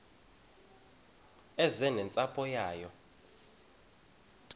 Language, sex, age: Xhosa, male, 31